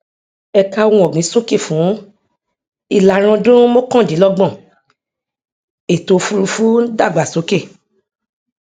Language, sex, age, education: Yoruba, female, 46-60, tertiary